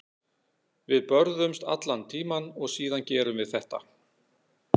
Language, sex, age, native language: Icelandic, male, 60-69, Icelandic